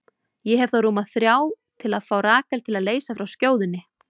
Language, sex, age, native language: Icelandic, female, 30-39, Icelandic